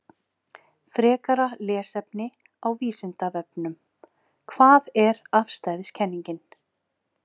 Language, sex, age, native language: Icelandic, female, 40-49, Icelandic